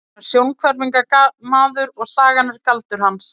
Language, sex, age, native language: Icelandic, female, 20-29, Icelandic